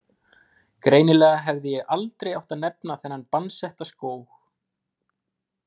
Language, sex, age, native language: Icelandic, male, 20-29, Icelandic